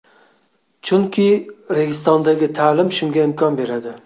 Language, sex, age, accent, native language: Uzbek, male, 25-34, Xorazm, Uzbek